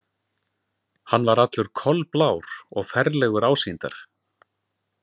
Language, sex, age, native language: Icelandic, male, 40-49, Icelandic